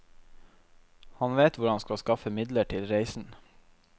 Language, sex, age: Norwegian, male, 21